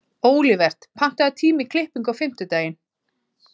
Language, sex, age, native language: Icelandic, female, 30-39, Icelandic